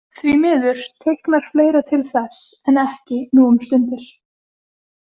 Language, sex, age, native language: Icelandic, female, 18-19, Icelandic